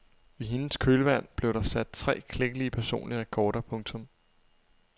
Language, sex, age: Danish, male, 23